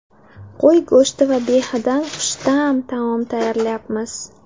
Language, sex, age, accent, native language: Uzbek, female, 19-29, Samarqand, Uzbek